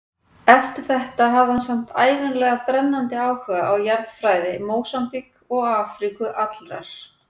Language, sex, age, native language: Icelandic, female, 40-49, Icelandic